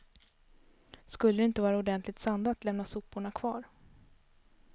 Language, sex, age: Swedish, female, 32